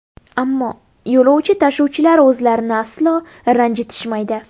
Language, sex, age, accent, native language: Uzbek, female, 18-24, Buxoro, Uzbek